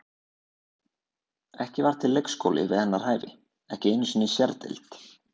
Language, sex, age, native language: Icelandic, male, 20-29, Icelandic